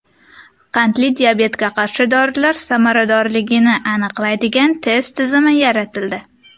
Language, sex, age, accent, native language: Uzbek, female, under 19, Sirdaryo, Uzbek